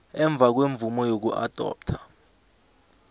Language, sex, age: South Ndebele, male, 20